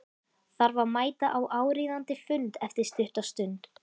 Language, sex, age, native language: Icelandic, female, 13, Icelandic